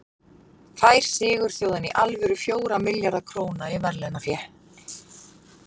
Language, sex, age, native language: Icelandic, female, 40-49, Icelandic